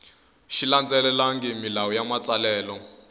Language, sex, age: Tsonga, male, 21